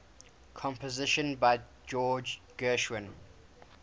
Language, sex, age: English, male, 19